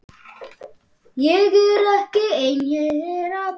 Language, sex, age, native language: Icelandic, male, 10, Icelandic